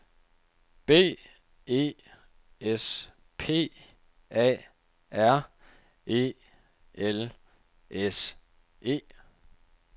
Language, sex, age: Danish, male, 30